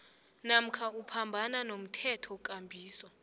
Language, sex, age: South Ndebele, female, 20